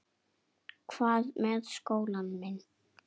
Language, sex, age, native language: Icelandic, female, 8, Icelandic